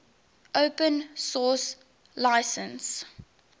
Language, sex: English, female